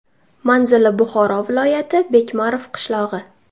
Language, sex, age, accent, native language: Uzbek, female, 19-29, Toshkent shahri, Uzbek